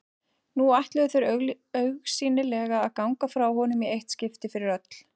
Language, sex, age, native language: Icelandic, female, 40-49, Icelandic